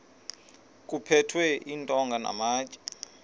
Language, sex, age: Xhosa, male, 38